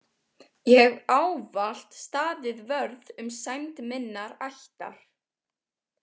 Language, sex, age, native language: Icelandic, female, 18-19, Icelandic